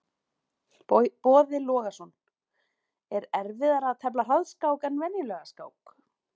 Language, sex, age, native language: Icelandic, female, 40-49, Icelandic